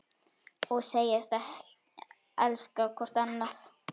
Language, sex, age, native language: Icelandic, female, 9, Icelandic